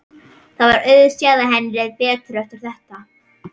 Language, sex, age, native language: Icelandic, female, 11, Icelandic